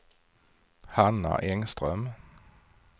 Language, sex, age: Swedish, male, 40